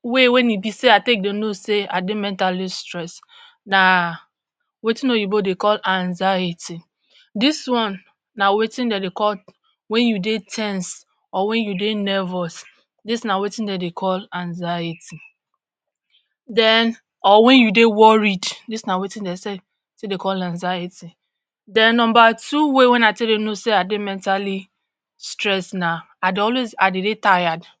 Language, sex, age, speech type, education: Nigerian Pidgin, male, 60+, spontaneous, tertiary